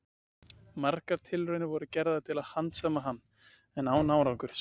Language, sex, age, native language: Icelandic, male, 20-29, Icelandic